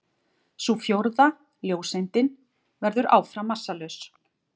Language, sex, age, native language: Icelandic, female, 40-49, Icelandic